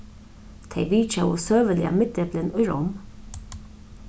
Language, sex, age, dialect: Faroese, female, 36-60, Suðurstreymoy